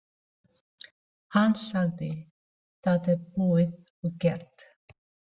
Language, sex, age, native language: Icelandic, female, 40-49, Filipino